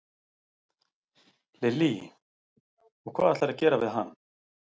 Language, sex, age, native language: Icelandic, male, 40-49, Icelandic